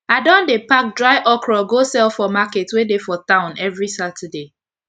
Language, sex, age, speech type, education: Nigerian Pidgin, female, 15-29, spontaneous, secondary